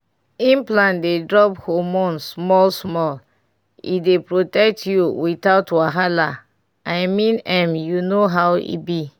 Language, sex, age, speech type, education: Nigerian Pidgin, female, 30-45, spontaneous, tertiary